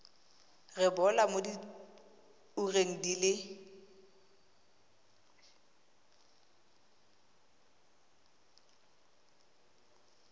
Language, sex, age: Tswana, female, 20